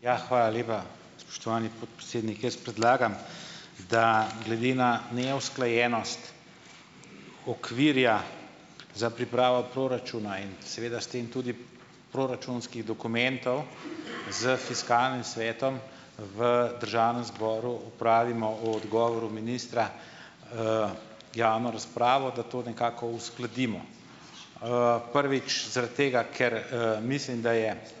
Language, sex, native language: Slovenian, male, Slovenian